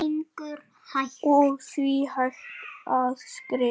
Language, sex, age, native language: Icelandic, male, 9, Icelandic